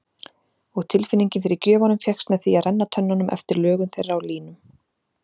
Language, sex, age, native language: Icelandic, female, 40-49, Icelandic